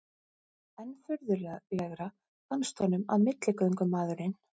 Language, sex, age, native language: Icelandic, female, 30-39, Icelandic